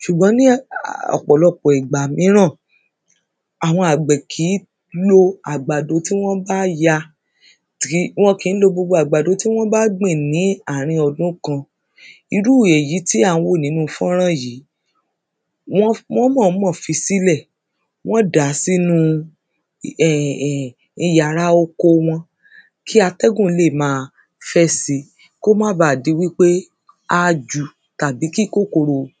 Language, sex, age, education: Yoruba, female, 30-45, secondary